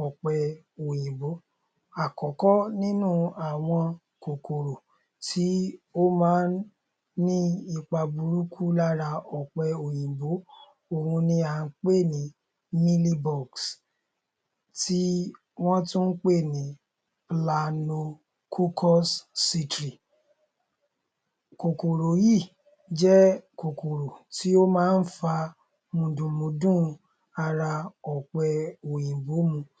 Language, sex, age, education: Yoruba, male, 15-29, tertiary